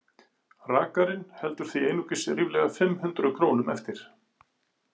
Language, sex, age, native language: Icelandic, male, 40-49, Icelandic